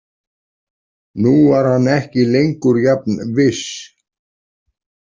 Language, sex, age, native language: Icelandic, male, 40-49, Icelandic